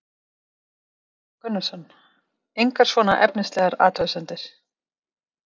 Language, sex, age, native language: Icelandic, female, 30-39, Icelandic